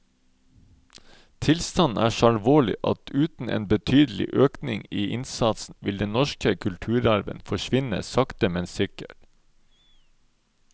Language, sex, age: Norwegian, male, 31